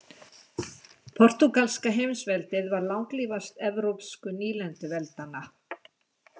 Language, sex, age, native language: Icelandic, female, 60-69, Icelandic